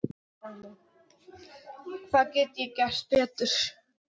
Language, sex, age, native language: Icelandic, female, 10, English